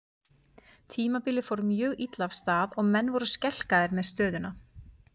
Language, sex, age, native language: Icelandic, female, 40-49, Icelandic